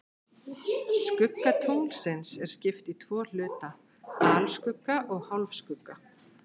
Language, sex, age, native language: Icelandic, female, 30-39, Icelandic